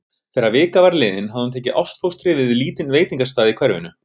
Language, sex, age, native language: Icelandic, male, 30-39, Icelandic